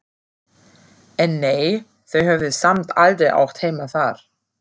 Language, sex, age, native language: Icelandic, female, 40-49, German